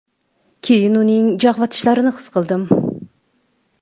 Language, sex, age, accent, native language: Uzbek, female, 25-34, Toshkent shahri, Uzbek